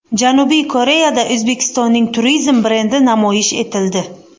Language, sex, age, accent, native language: Uzbek, female, 25-34, Buxoro, Uzbek